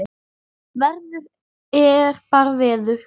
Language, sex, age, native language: Icelandic, male, 10, Icelandic